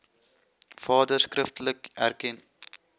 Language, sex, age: Afrikaans, male, 21